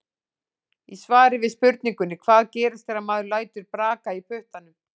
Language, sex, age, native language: Icelandic, female, 40-49, Icelandic